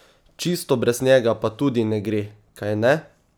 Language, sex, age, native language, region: Slovenian, male, 18-29, Slovenian, Savinja region